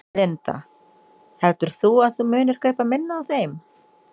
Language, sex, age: Icelandic, female, 20-29